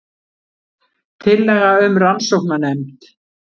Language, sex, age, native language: Icelandic, female, 60-69, Icelandic